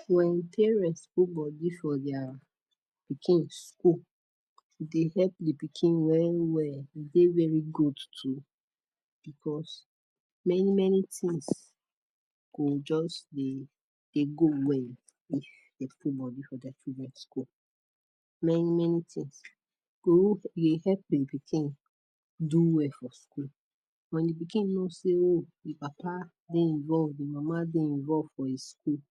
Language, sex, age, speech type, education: Nigerian Pidgin, female, 30-45, spontaneous, tertiary